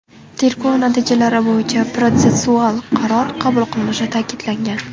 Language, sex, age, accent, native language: Uzbek, female, 18-24, Toshkent shahri, Uzbek